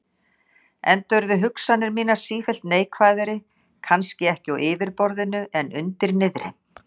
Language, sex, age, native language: Icelandic, female, 60-69, Icelandic